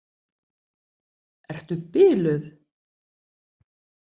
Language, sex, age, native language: Icelandic, female, 60-69, Icelandic